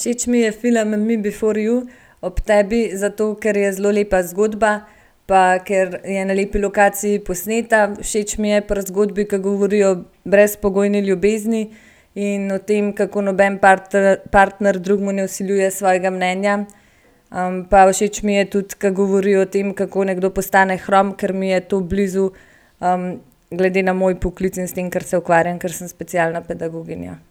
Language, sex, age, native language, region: Slovenian, female, 18-29, Slovenian, Gorenjska region